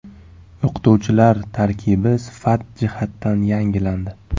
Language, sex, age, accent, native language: Uzbek, male, 18-24, Buxoro, Uzbek